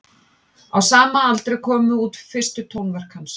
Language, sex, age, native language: Icelandic, female, 50-59, Icelandic